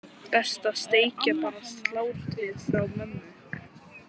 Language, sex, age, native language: Icelandic, male, 12, Icelandic